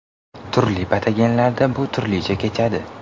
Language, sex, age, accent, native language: Uzbek, male, 18-24, Samarqand, Uzbek